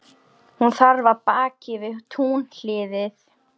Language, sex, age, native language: Icelandic, female, 13, Icelandic